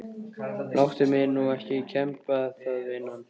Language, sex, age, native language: Icelandic, male, 13, Icelandic